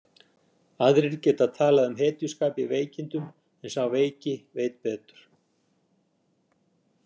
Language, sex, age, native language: Icelandic, male, 60-69, Icelandic